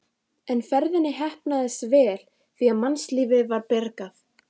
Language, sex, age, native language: Icelandic, female, 15, Icelandic